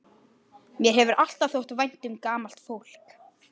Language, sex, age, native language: Icelandic, male, 12, Icelandic